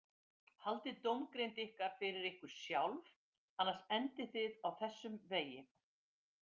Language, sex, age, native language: Icelandic, female, 50-59, Icelandic